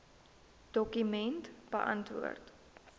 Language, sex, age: Afrikaans, female, 19